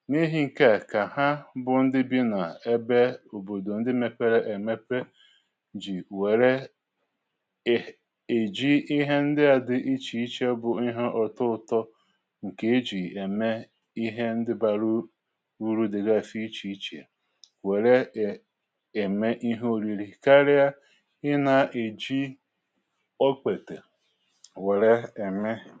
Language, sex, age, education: Igbo, male, 30-45, tertiary